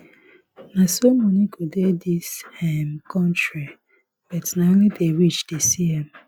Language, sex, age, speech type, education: Nigerian Pidgin, female, 15-29, spontaneous, tertiary